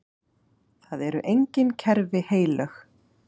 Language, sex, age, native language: Icelandic, female, 8, Icelandic